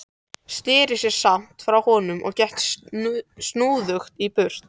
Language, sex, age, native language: Icelandic, other, 13, Icelandic